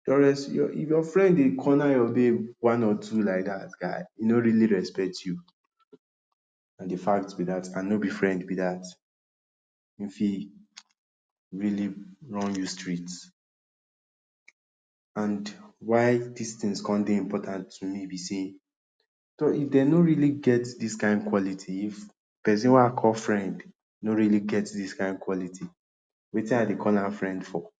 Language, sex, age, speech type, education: Nigerian Pidgin, male, 30-45, spontaneous, tertiary